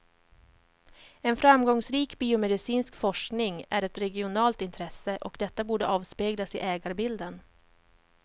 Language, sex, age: Swedish, female, 31